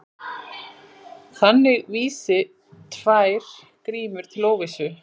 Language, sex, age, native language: Icelandic, female, 40-49, Icelandic